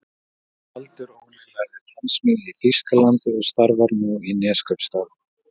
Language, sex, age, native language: Icelandic, male, 40-49, Icelandic